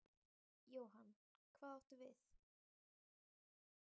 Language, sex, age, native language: Icelandic, female, 18-19, Icelandic